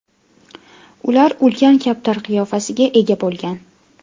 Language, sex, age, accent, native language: Uzbek, female, 18-24, Farg'ona, Uzbek